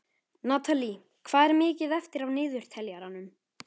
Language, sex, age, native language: Icelandic, male, 13, Icelandic